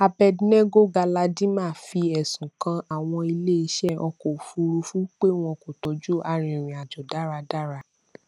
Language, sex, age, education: Yoruba, female, 15-29, tertiary